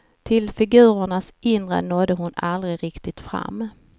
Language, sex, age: Swedish, female, 49